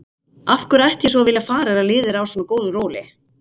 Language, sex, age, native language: Icelandic, female, 50-59, Icelandic